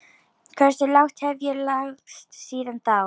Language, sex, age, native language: Icelandic, female, 11, Icelandic